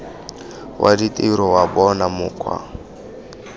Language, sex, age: Tswana, male, 19